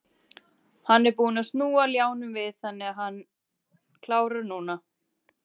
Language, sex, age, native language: Icelandic, female, 30-39, Icelandic